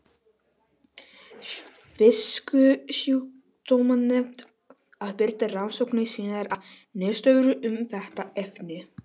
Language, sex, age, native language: Icelandic, male, 11, Polish